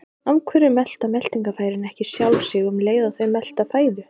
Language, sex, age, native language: Icelandic, female, 30-39, Icelandic